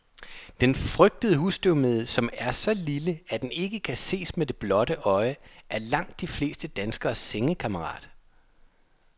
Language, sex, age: Danish, male, 27